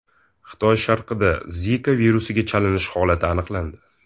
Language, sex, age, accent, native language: Uzbek, male, 18-24, Toshkent shahri, Uzbek